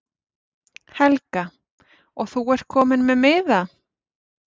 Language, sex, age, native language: Icelandic, female, 40-49, Icelandic